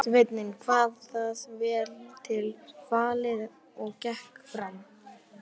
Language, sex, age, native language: Icelandic, male, 11, Icelandic